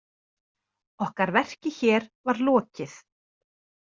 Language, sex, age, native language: Icelandic, female, 30-39, Icelandic